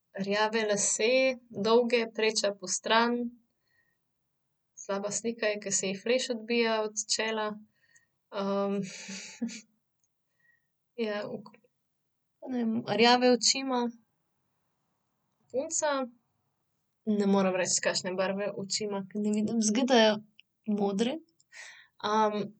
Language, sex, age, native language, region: Slovenian, female, 30-49, Slovenian, Central Slovenia